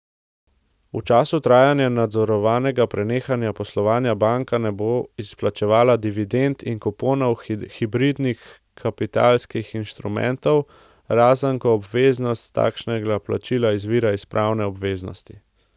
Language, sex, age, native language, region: Slovenian, male, 18-29, Slovenian, Central Slovenia